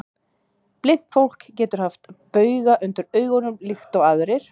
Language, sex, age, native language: Icelandic, female, 40-49, Icelandic